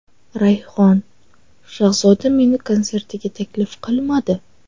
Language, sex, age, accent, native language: Uzbek, female, 18-24, Toshkent shahri, Uzbek